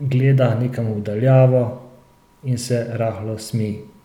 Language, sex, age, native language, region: Slovenian, male, 30-49, Slovenian, Central Slovenia